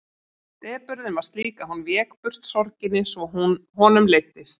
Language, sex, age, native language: Icelandic, female, 40-49, Icelandic